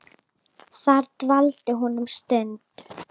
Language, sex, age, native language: Icelandic, female, 9, Icelandic